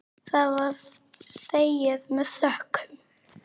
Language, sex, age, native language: Icelandic, female, 8, Icelandic